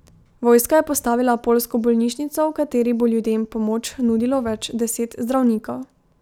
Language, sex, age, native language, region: Slovenian, female, 18-29, Slovenian, Drava region